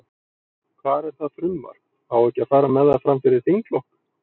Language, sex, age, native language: Icelandic, male, 40-49, Icelandic